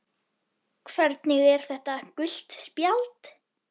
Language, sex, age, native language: Icelandic, female, 10, Icelandic